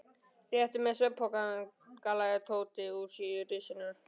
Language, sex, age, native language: Icelandic, male, 12, Icelandic